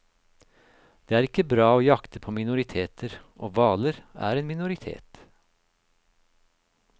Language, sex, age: Norwegian, male, 56